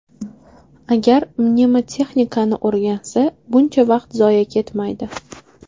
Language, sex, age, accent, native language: Uzbek, female, 18-24, Toshkent shahri, Uzbek